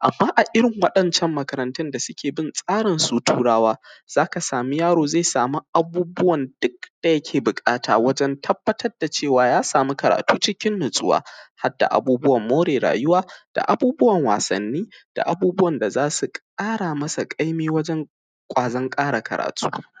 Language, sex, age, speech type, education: Hausa, male, 15-29, spontaneous, primary